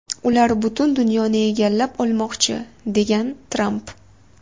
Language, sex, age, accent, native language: Uzbek, female, 18-24, Farg'ona, Uzbek